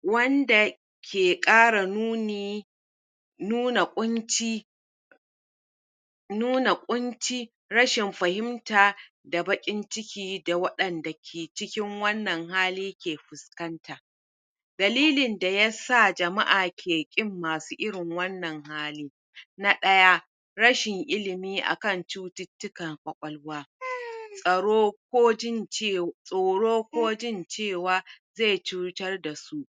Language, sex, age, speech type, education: Hausa, female, 30-45, spontaneous, tertiary